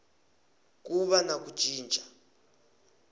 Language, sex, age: Tsonga, male, 20